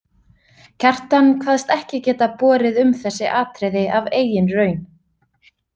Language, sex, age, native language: Icelandic, female, 30-39, Icelandic